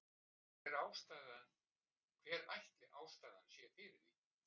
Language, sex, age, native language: Icelandic, male, 60-69, Icelandic